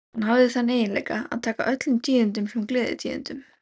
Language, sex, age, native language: Icelandic, female, 17, Icelandic